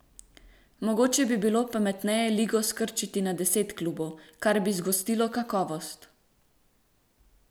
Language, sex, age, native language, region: Slovenian, female, 18-29, Slovenian, Central Slovenia